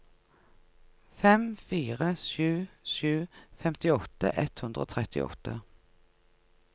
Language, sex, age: Norwegian, female, 49